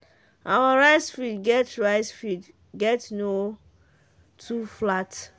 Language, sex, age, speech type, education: Nigerian Pidgin, female, 15-29, spontaneous, tertiary